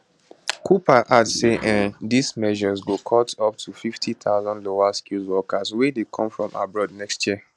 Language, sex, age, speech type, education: Nigerian Pidgin, male, 15-29, spontaneous, tertiary